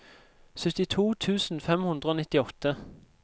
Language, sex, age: Norwegian, male, 26